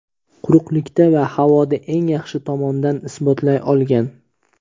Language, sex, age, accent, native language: Uzbek, male, 18-24, Andijon, Uzbek